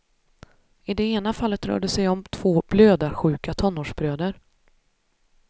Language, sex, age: Swedish, female, 33